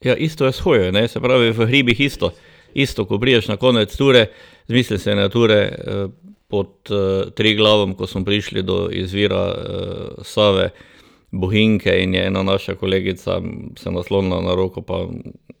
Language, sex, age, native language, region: Slovenian, male, 60+, Slovenian, Drava region